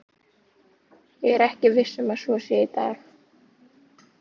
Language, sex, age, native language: Icelandic, female, 18-19, Icelandic